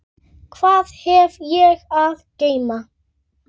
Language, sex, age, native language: Icelandic, female, 9, Icelandic